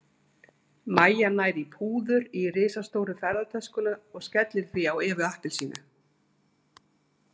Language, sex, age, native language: Icelandic, female, 50-59, Icelandic